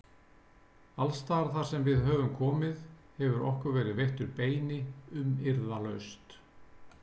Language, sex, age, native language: Icelandic, male, 60-69, Icelandic